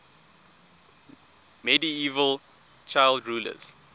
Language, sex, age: English, male, 20